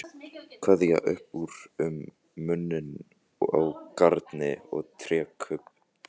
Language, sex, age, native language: Icelandic, other, 14, Icelandic